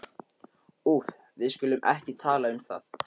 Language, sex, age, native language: Icelandic, male, 13, Icelandic